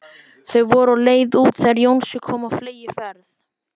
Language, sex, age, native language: Icelandic, male, 14, Icelandic